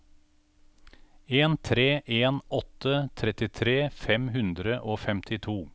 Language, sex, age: Norwegian, male, 49